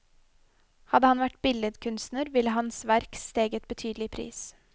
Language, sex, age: Norwegian, female, 21